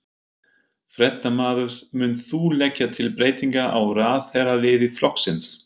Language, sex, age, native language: Icelandic, male, 50-59, German